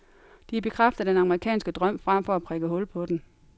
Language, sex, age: Danish, female, 42